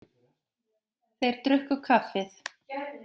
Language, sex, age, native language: Icelandic, female, 40-49, Icelandic